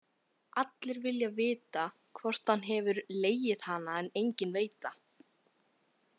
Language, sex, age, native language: Icelandic, female, 18-19, Icelandic